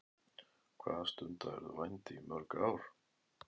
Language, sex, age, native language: Icelandic, male, 11, Icelandic